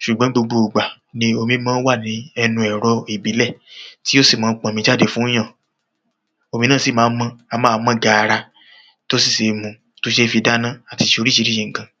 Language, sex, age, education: Yoruba, male, 30-45, tertiary